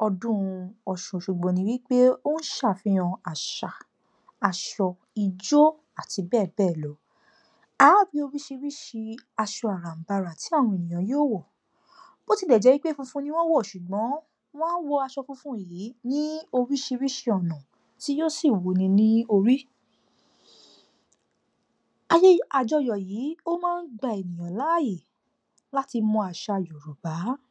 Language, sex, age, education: Yoruba, female, 30-45, tertiary